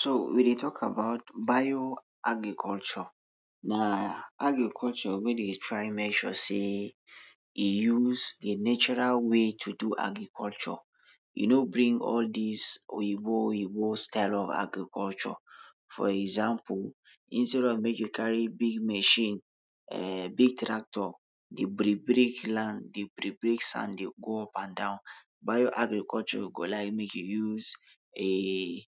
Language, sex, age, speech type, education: Nigerian Pidgin, male, 30-45, spontaneous, tertiary